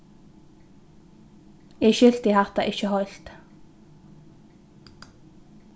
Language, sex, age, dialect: Faroese, female, 15-35, Norðurstreymoy/Eysturoy